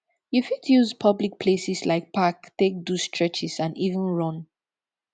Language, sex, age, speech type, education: Nigerian Pidgin, female, 15-29, spontaneous, tertiary